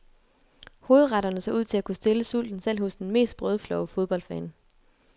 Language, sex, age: Danish, female, 22